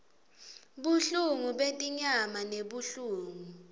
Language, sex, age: Swati, female, 20